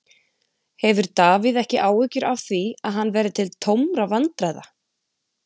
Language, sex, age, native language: Icelandic, female, 20-29, Icelandic